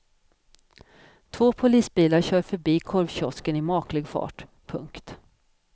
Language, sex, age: Swedish, female, 50